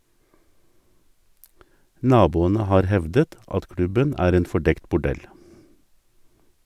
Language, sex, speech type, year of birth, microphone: Norwegian, male, read, 1958, Sennheiser